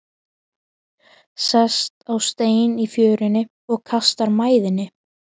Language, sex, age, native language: Icelandic, female, 12, Icelandic